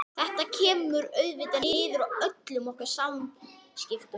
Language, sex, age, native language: Icelandic, female, 11, Icelandic